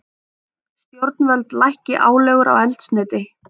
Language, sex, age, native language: Icelandic, female, 30-39, Icelandic